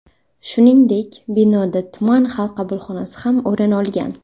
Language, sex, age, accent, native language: Uzbek, female, under 19, Navoiy, Uzbek